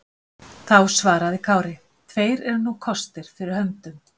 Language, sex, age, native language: Icelandic, female, 50-59, Icelandic